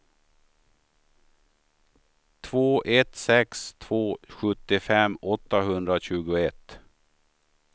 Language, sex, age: Swedish, male, 53